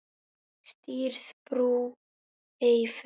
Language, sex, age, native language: Icelandic, male, 10, Icelandic